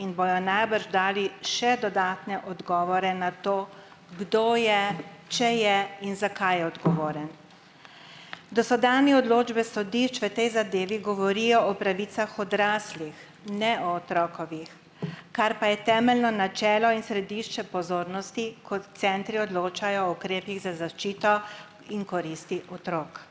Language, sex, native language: Slovenian, female, Slovenian